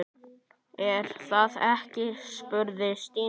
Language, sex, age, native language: Icelandic, male, 9, Icelandic